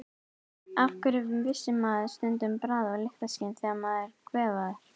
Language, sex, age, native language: Icelandic, female, 18-19, Icelandic